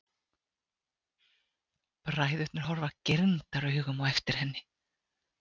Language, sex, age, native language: Icelandic, female, 40-49, Icelandic